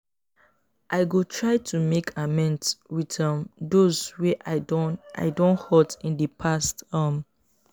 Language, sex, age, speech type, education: Nigerian Pidgin, female, 15-29, spontaneous, tertiary